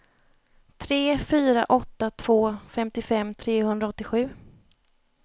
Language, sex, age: Swedish, female, 30